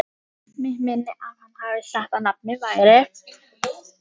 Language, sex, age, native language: Icelandic, female, 14, Icelandic